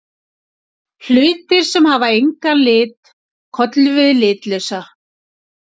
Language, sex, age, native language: Icelandic, female, 60-69, Icelandic